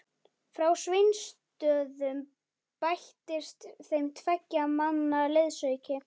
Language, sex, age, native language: Icelandic, male, 11, Icelandic